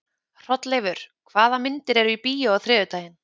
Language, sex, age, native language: Icelandic, female, 30-39, Icelandic